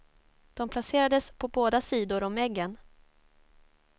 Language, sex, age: Swedish, female, 24